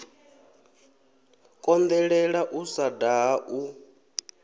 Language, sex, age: Venda, male, 23